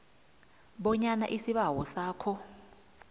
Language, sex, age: South Ndebele, female, 29